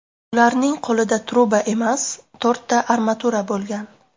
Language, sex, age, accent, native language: Uzbek, female, 18-24, Namangan, Uzbek